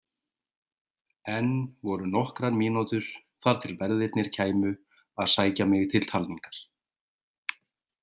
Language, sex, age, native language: Icelandic, male, 30-39, Icelandic